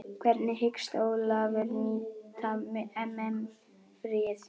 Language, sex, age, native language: Icelandic, female, 11, Icelandic